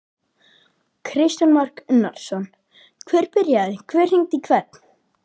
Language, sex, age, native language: Icelandic, male, 12, Icelandic